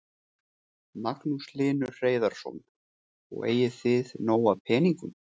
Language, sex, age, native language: Icelandic, male, 40-49, Icelandic